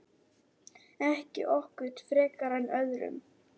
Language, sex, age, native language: Icelandic, male, 10, Icelandic